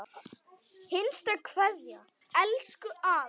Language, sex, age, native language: Icelandic, male, 10, Icelandic